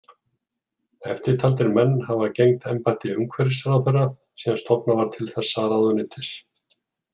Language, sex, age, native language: Icelandic, male, 40-49, Icelandic